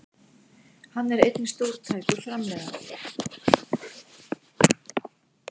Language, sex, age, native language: Icelandic, female, 60-69, Icelandic